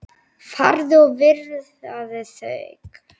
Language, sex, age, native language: Icelandic, female, 10, Icelandic